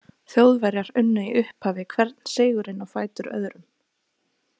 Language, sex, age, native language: Icelandic, female, 20-29, Icelandic